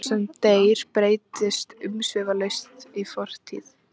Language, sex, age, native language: Icelandic, female, 13, Icelandic